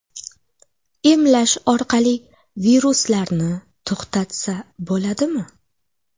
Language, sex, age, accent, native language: Uzbek, female, 18-24, Xorazm, Uzbek